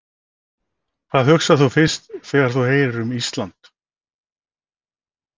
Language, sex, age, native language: Icelandic, male, 60-69, Icelandic